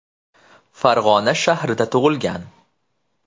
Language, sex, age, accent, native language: Uzbek, male, 25-34, Andijon, Uzbek